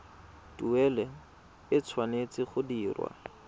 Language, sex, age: Tswana, male, 20